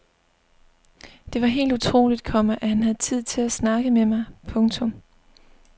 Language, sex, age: Danish, female, 25